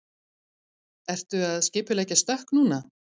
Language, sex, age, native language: Icelandic, female, 50-59, Icelandic